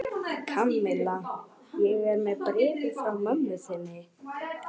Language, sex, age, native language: Icelandic, male, 11, Icelandic